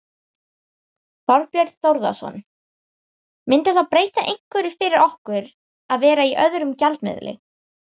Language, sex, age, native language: Icelandic, female, 18-19, Icelandic